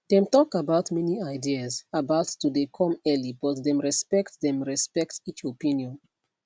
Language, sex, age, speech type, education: Nigerian Pidgin, female, 15-29, spontaneous, tertiary